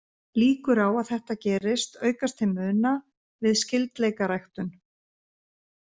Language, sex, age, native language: Icelandic, female, 50-59, Icelandic